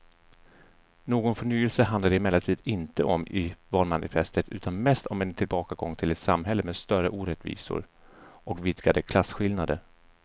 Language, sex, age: Swedish, male, 34